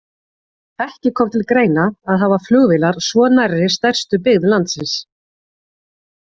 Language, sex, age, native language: Icelandic, female, 40-49, Icelandic